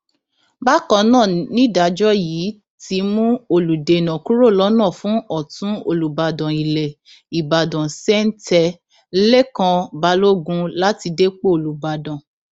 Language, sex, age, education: Yoruba, female, 15-29, tertiary